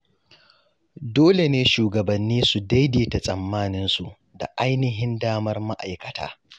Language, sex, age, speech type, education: Hausa, male, 15-29, spontaneous, tertiary